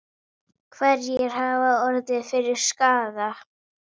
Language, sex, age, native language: Icelandic, female, 8, Icelandic